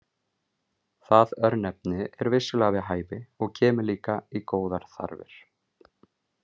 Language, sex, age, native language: Icelandic, male, 30-39, Icelandic